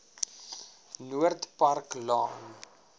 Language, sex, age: Afrikaans, male, 19